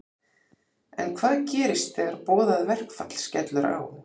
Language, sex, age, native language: Icelandic, female, 40-49, Icelandic